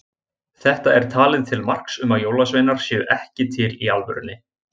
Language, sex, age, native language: Icelandic, male, 20-29, Icelandic